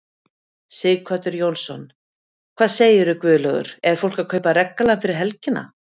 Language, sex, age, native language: Icelandic, female, 50-59, Icelandic